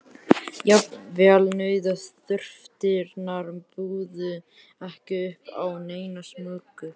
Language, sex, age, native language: Icelandic, male, 11, Icelandic